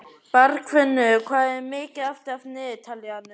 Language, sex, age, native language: Icelandic, male, 11, Icelandic